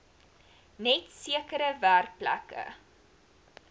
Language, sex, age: Afrikaans, female, 19